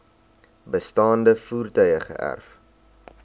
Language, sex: Afrikaans, male